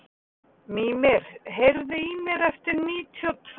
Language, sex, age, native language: Icelandic, female, 50-59, Icelandic